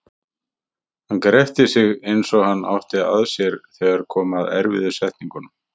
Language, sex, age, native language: Icelandic, male, 50-59, Icelandic